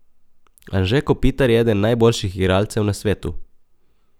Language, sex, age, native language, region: Slovenian, male, 18-29, Slovenian, Coastal Karst region